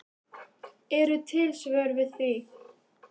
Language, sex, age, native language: Icelandic, female, 18-19, Icelandic